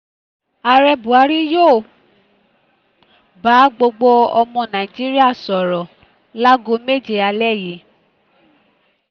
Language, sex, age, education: Yoruba, female, 15-29, tertiary